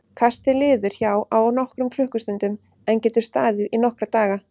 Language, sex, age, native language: Icelandic, female, 30-39, Icelandic